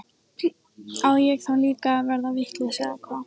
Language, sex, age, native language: Icelandic, female, 14, Icelandic